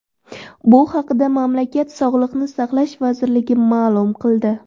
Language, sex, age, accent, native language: Uzbek, female, 18-24, Surxondaryo, Uzbek